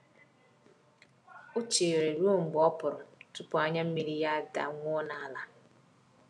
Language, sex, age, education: Igbo, female, 30-45, tertiary